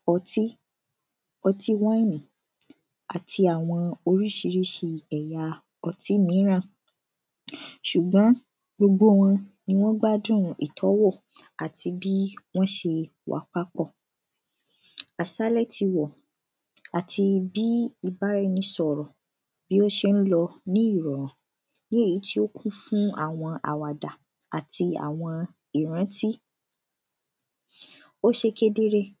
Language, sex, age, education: Yoruba, female, 15-29, secondary